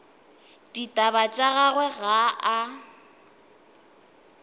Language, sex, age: Northern Sotho, female, 20